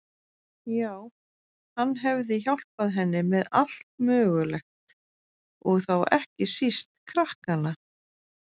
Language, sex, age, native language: Icelandic, female, 40-49, Icelandic